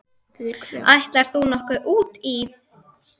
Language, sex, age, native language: Icelandic, female, 10, Icelandic